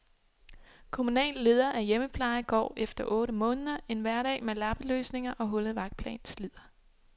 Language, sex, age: Danish, female, 26